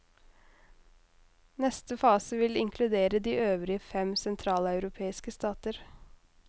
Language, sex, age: Norwegian, female, 21